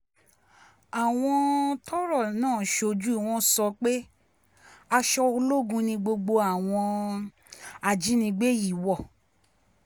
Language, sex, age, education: Yoruba, female, 30-45, tertiary